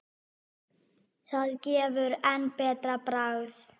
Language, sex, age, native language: Icelandic, female, 6, Icelandic